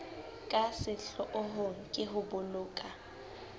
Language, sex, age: Southern Sotho, female, 19